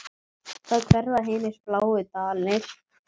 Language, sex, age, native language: Icelandic, male, 9, Icelandic